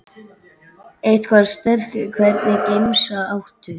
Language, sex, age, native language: Icelandic, male, 8, Icelandic